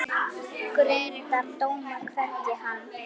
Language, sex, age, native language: Icelandic, female, 10, Icelandic